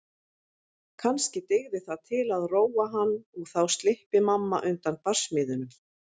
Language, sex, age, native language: Icelandic, female, 50-59, Icelandic